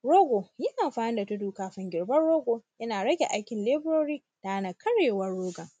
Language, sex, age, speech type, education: Hausa, female, 15-29, spontaneous, tertiary